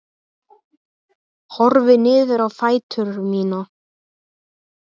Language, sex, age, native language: Icelandic, male, 8, Icelandic